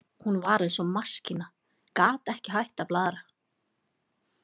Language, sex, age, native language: Icelandic, female, 40-49, Icelandic